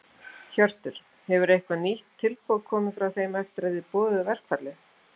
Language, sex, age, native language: Icelandic, female, 50-59, Icelandic